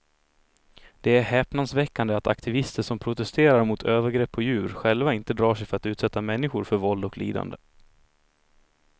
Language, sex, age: Swedish, male, 26